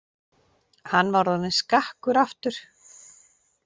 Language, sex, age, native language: Icelandic, female, 40-49, Icelandic